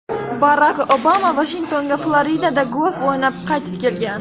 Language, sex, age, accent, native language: Uzbek, female, under 19, Farg'ona, Uzbek